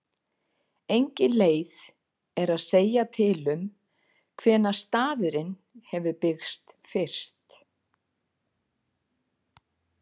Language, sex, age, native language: Icelandic, female, 50-59, Icelandic